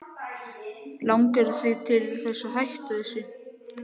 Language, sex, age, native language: Icelandic, other, 11, Icelandic